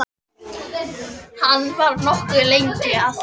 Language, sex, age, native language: Icelandic, female, 11, Icelandic